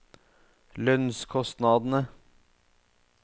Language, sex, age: Norwegian, male, 44